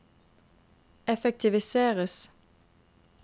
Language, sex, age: Norwegian, female, 22